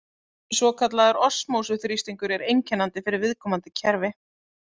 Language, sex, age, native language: Icelandic, female, 30-39, Icelandic